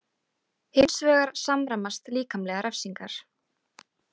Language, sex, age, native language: Icelandic, female, 18-19, Icelandic